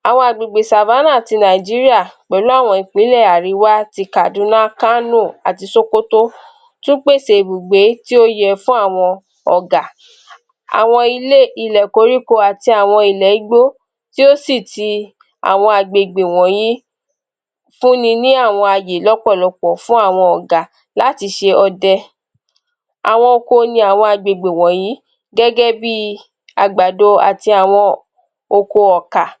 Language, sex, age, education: Yoruba, female, 15-29, tertiary